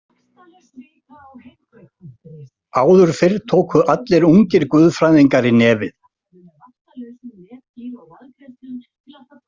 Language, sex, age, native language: Icelandic, male, 60-69, Icelandic